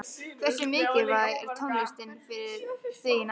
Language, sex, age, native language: Icelandic, female, 12, Icelandic